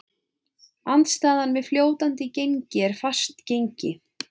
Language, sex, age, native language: Icelandic, female, 20-29, Icelandic